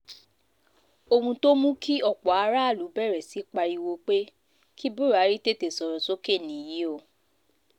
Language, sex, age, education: Yoruba, female, 15-29, tertiary